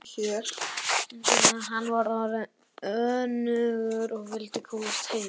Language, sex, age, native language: Icelandic, male, 11, Icelandic